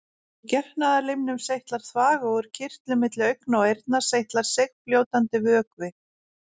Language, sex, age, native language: Icelandic, female, 40-49, Icelandic